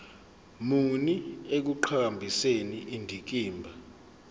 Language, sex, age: Zulu, male, 21